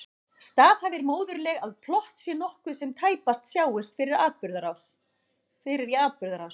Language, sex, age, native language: Icelandic, female, 40-49, Icelandic